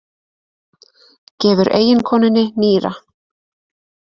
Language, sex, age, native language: Icelandic, female, 20-29, Icelandic